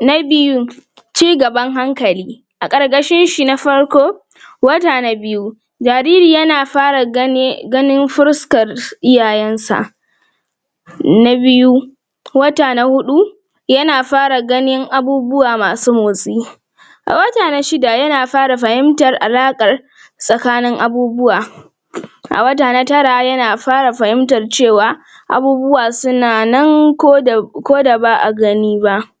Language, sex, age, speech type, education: Hausa, female, 46-60, spontaneous, tertiary